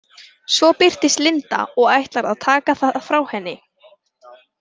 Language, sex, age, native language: Icelandic, male, 18-19, Icelandic